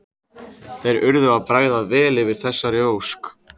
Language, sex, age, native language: Icelandic, male, 14, Icelandic